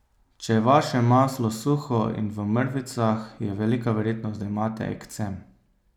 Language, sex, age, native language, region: Slovenian, male, 30-49, Slovenian, Savinja region